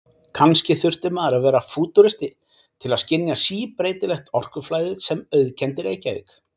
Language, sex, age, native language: Icelandic, male, 40-49, Icelandic